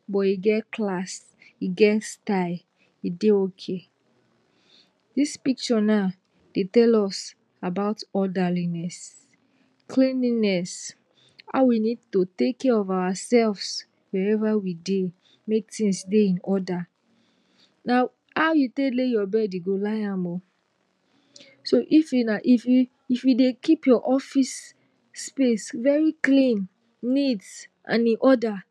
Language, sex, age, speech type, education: Nigerian Pidgin, female, 60+, spontaneous, tertiary